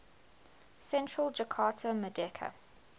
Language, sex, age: English, female, 21